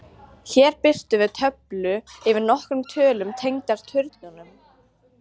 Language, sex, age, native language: Icelandic, female, 40-49, Icelandic